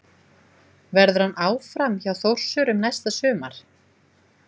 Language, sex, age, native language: Icelandic, female, 20-29, Icelandic